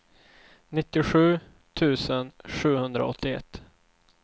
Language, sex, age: Swedish, male, 24